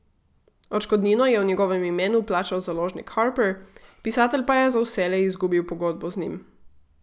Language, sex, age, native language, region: Slovenian, female, 18-29, Slovenian, Gorica region